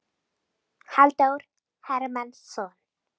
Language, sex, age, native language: Icelandic, female, 18-19, Icelandic